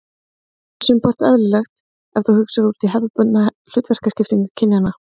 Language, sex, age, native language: Icelandic, female, 30-39, Icelandic